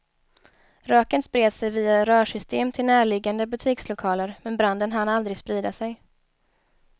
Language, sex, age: Swedish, female, 23